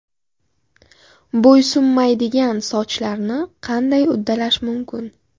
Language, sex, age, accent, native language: Uzbek, female, under 19, Qashqadaryo, Uzbek